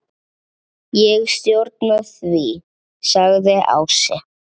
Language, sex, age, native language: Icelandic, male, 7, Icelandic